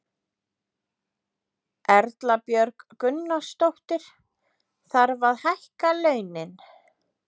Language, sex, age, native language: Icelandic, female, 30-39, Icelandic